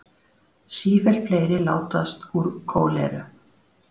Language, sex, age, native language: Icelandic, female, 40-49, Icelandic